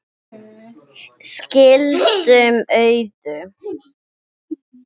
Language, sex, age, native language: Icelandic, female, 7, English